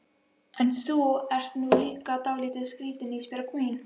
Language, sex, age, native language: Icelandic, female, 11, Icelandic